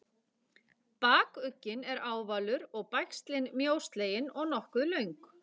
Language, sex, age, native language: Icelandic, female, 40-49, Icelandic